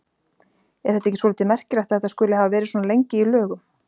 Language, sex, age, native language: Icelandic, female, 40-49, Icelandic